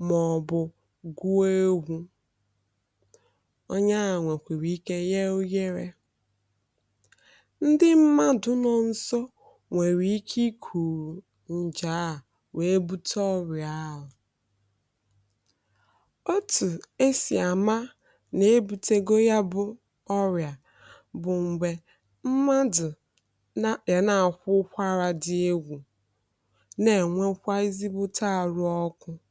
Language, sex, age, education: Igbo, female, 15-29, tertiary